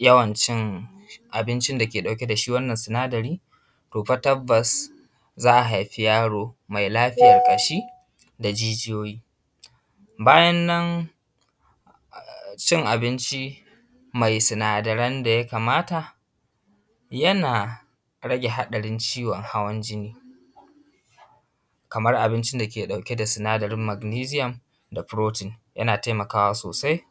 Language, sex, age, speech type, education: Hausa, male, 15-29, spontaneous, secondary